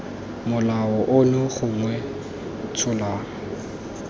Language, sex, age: Tswana, male, 19